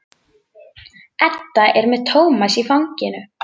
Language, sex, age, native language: Icelandic, female, 11, Icelandic